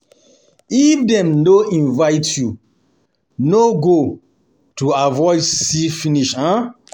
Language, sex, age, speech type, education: Nigerian Pidgin, male, 30-45, spontaneous, tertiary